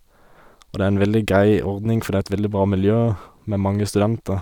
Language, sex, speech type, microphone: Norwegian, male, spontaneous, Sennheiser